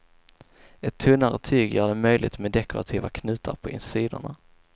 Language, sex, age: Swedish, male, 22